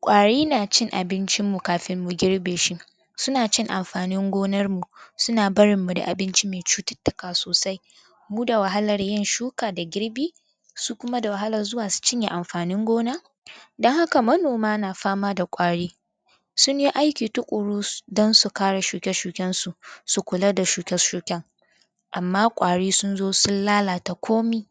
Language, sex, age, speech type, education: Hausa, female, 15-29, spontaneous, tertiary